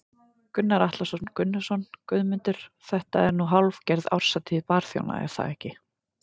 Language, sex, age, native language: Icelandic, female, 30-39, Icelandic